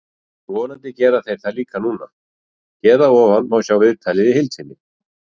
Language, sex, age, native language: Icelandic, male, 40-49, Icelandic